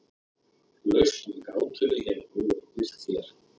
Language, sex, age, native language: Icelandic, male, 30-39, Icelandic